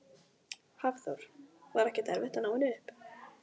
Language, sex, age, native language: Icelandic, female, 15, Icelandic